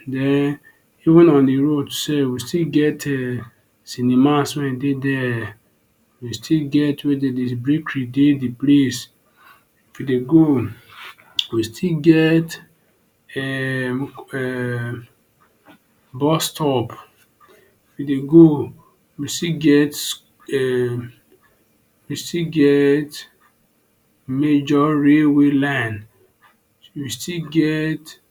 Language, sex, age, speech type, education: Nigerian Pidgin, male, 30-45, spontaneous, tertiary